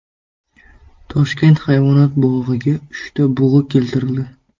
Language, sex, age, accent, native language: Uzbek, male, 18-24, Toshkent shahri, Uzbek